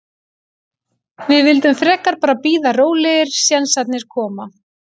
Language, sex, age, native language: Icelandic, female, 18-19, Icelandic